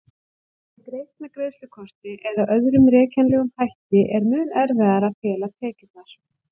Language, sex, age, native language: Icelandic, female, 40-49, Icelandic